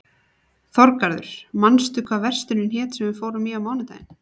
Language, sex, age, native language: Icelandic, female, 30-39, Icelandic